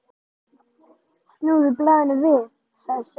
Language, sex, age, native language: Icelandic, male, 10, Icelandic